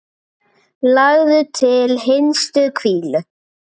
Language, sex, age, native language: Icelandic, male, 7, Icelandic